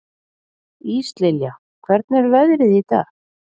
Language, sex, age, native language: Icelandic, female, 40-49, Icelandic